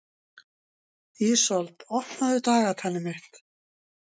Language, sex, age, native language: Icelandic, female, 60-69, Icelandic